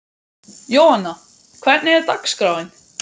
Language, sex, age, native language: Icelandic, male, 12, Icelandic